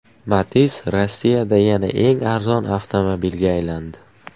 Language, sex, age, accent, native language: Uzbek, male, 18-24, Farg'ona, Uzbek